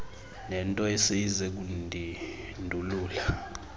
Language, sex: Xhosa, male